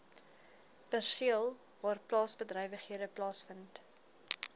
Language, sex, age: Afrikaans, female, 20